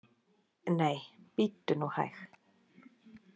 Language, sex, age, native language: Icelandic, female, 40-49, Icelandic